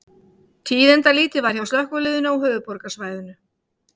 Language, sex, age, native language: Icelandic, female, 50-59, Icelandic